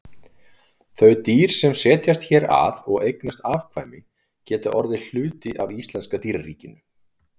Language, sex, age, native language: Icelandic, male, 40-49, Icelandic